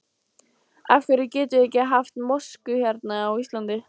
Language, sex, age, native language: Icelandic, female, 14, Icelandic